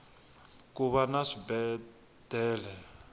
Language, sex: Tsonga, male